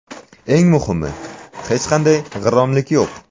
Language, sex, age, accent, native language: Uzbek, male, 18-24, Samarqand, Uzbek